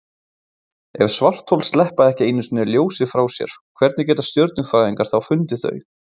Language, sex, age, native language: Icelandic, male, 20-29, Icelandic